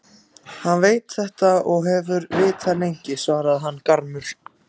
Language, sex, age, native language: Icelandic, other, 14, Icelandic